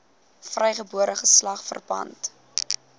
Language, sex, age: Afrikaans, female, 21